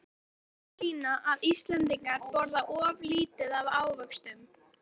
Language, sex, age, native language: Icelandic, female, 13, Icelandic